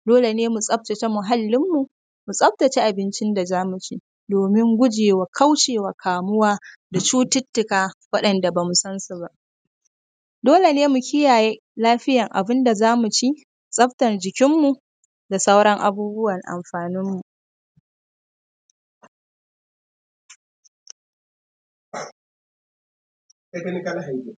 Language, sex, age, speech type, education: Hausa, female, 15-29, spontaneous, primary